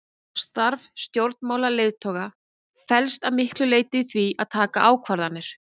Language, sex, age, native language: Icelandic, female, 30-39, Icelandic